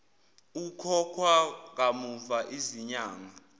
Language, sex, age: Zulu, male, 18